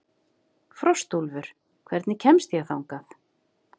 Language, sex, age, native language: Icelandic, female, 50-59, Icelandic